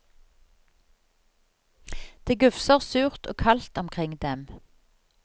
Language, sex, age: Norwegian, female, 55